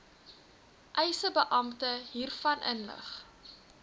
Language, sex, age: Afrikaans, female, 21